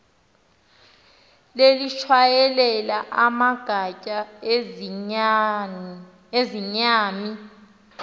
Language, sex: Xhosa, female